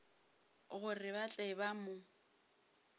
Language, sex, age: Northern Sotho, female, 22